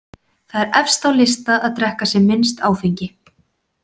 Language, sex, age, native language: Icelandic, female, 40-49, Icelandic